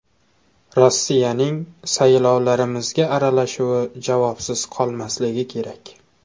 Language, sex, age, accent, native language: Uzbek, male, 18-24, Toshkent shahri, Uzbek